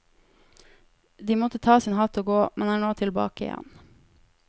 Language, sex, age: Norwegian, female, 18